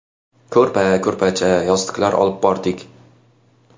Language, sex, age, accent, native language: Uzbek, male, 19-29, Xorazm, Uzbek